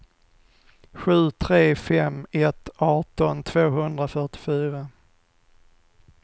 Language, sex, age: Swedish, male, 45